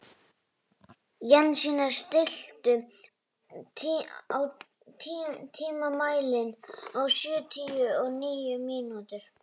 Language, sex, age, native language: Icelandic, female, 14, Icelandic